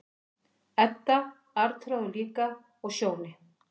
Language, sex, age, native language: Icelandic, female, 50-59, Icelandic